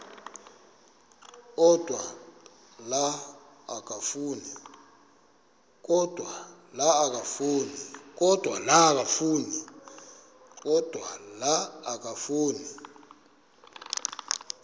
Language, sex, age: Xhosa, male, 23